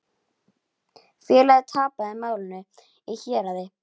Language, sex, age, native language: Icelandic, female, 10, Icelandic